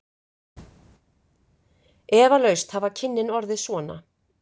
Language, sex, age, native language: Icelandic, female, 50-59, Icelandic